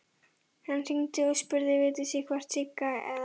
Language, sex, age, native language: Icelandic, female, 11, Icelandic